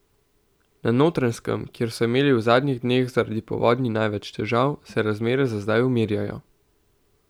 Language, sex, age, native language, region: Slovenian, male, 18-29, Slovenian, Central Slovenia